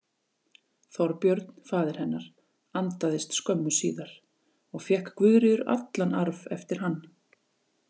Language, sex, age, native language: Icelandic, female, 40-49, Icelandic